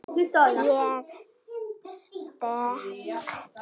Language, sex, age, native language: Icelandic, female, 7, Icelandic